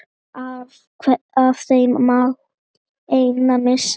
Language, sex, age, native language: Icelandic, female, 9, Icelandic